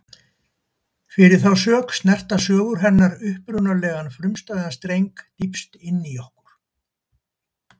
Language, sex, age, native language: Icelandic, male, 70-79, Icelandic